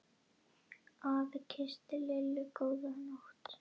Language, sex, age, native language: Icelandic, female, 10, Icelandic